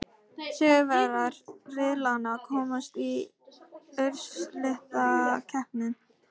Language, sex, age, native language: Icelandic, female, 18-19, Icelandic